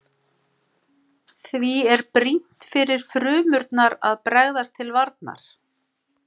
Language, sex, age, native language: Icelandic, female, 50-59, Icelandic